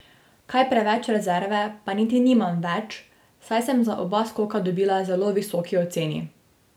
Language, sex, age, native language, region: Slovenian, female, 18-29, Slovenian, Drava region